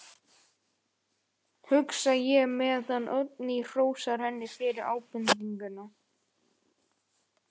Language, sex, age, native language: Icelandic, male, 11, Icelandic